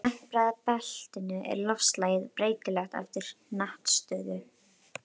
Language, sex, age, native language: Icelandic, female, 12, Icelandic